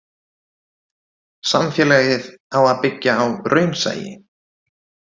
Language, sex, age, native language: Icelandic, male, 30-39, Icelandic